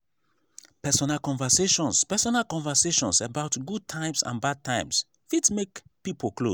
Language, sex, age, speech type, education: Nigerian Pidgin, male, 15-29, spontaneous, tertiary